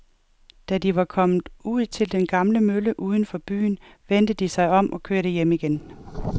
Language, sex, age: Danish, female, 47